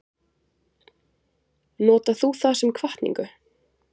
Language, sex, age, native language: Icelandic, female, 20-29, Icelandic